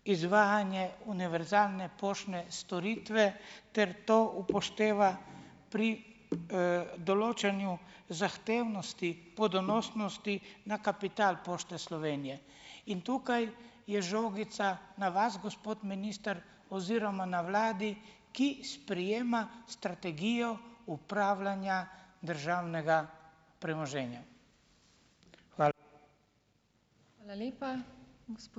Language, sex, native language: Slovenian, male, Slovenian